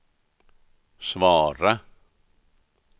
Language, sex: Swedish, male